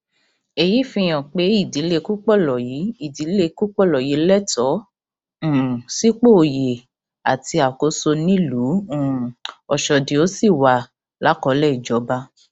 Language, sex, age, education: Yoruba, female, 15-29, tertiary